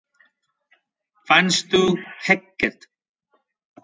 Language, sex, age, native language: Icelandic, male, 5, Spanish